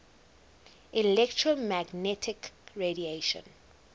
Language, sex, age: English, female, 19